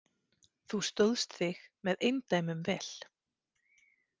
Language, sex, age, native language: Icelandic, female, 30-39, Icelandic